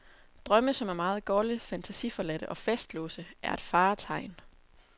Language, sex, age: Danish, female, 27